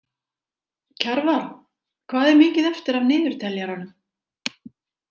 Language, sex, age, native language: Icelandic, female, 60-69, Icelandic